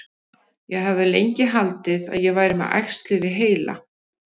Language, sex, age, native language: Icelandic, female, 50-59, Icelandic